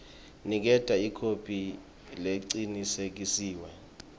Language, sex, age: Swati, male, 23